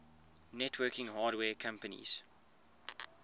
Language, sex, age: English, male, 21